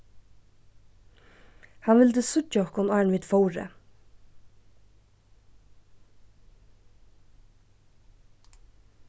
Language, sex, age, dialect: Faroese, female, 15-35, Suðurstreymoy